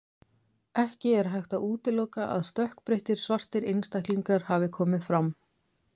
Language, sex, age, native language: Icelandic, female, 20-29, Icelandic